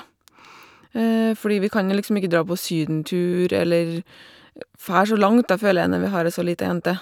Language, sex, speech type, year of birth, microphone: Norwegian, female, spontaneous, 1985, Shure